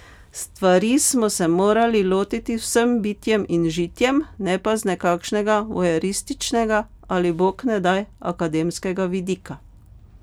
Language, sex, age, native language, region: Slovenian, female, 50-59, Slovenian, Pomurje region